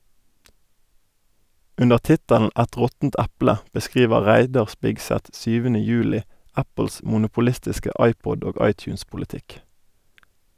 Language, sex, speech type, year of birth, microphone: Norwegian, male, read, 1988, Sennheiser